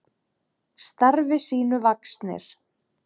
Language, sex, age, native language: Icelandic, male, 7, Icelandic